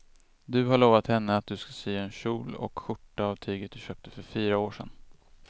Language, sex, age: Swedish, male, 25